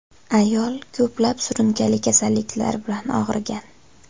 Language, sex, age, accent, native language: Uzbek, female, 25-34, Farg'ona, Uzbek